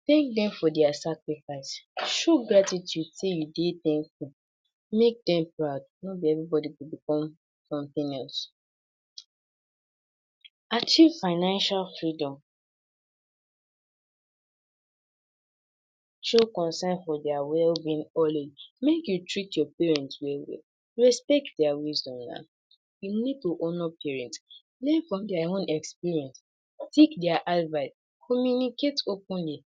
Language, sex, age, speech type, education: Nigerian Pidgin, male, 46-60, spontaneous, secondary